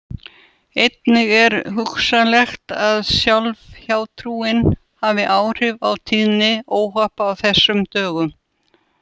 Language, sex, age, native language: Icelandic, female, 70-79, Russian